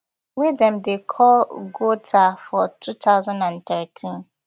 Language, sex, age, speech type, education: Nigerian Pidgin, female, 15-29, spontaneous, tertiary